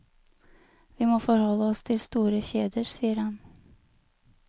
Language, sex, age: Norwegian, female, 23